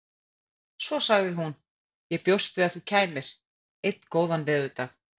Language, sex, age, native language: Icelandic, female, 50-59, Icelandic